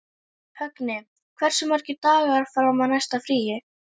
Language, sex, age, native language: Icelandic, female, 11, Icelandic